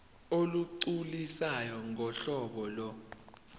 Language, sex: Zulu, male